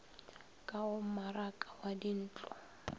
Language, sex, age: Northern Sotho, female, 22